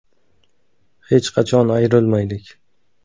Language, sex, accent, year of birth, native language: Uzbek, male, Qashqadaryo, 1995, Uzbek